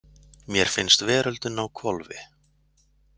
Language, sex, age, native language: Icelandic, male, 40-49, Icelandic